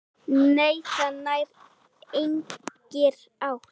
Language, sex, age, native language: Icelandic, female, 8, Icelandic